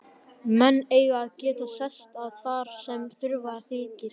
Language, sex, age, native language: Icelandic, male, 11, Icelandic